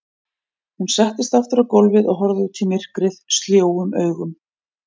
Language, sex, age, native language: Icelandic, female, 40-49, Icelandic